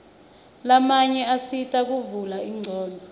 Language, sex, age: Swati, female, 21